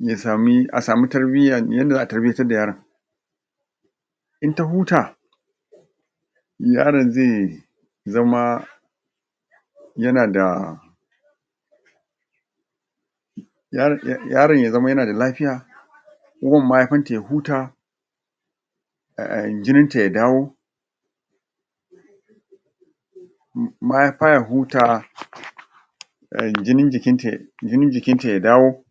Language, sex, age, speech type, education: Hausa, male, 46-60, spontaneous, tertiary